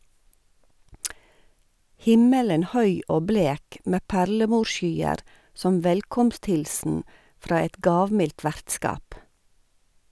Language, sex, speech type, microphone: Norwegian, female, read, Sennheiser